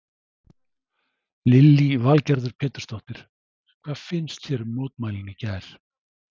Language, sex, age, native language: Icelandic, male, 60-69, Icelandic